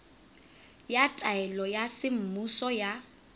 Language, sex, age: Southern Sotho, female, 25